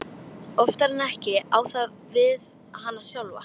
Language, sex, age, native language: Icelandic, female, 12, Icelandic